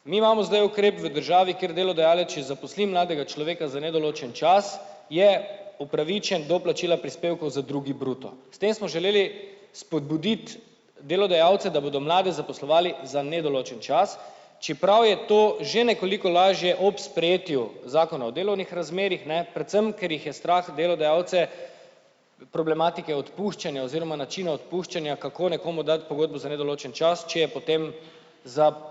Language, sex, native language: Slovenian, male, Slovenian